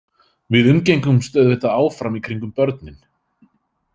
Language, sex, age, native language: Icelandic, male, 30-39, Icelandic